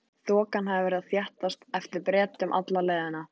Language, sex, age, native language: Icelandic, female, 14, Icelandic